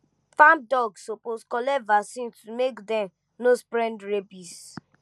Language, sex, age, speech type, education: Nigerian Pidgin, female, 15-29, spontaneous, tertiary